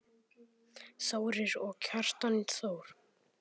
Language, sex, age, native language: Icelandic, male, 10, Icelandic